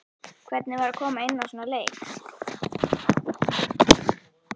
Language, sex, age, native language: Icelandic, female, 11, Icelandic